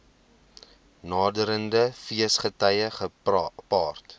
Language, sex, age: Afrikaans, male, 21